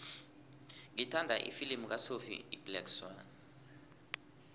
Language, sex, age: South Ndebele, male, 20